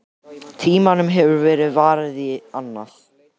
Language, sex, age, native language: Icelandic, male, 18-19, Icelandic